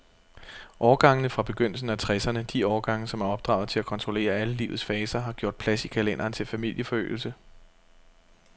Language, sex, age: Danish, male, 32